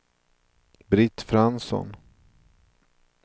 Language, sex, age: Swedish, male, 42